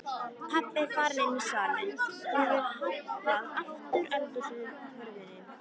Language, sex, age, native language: Icelandic, female, 13, Icelandic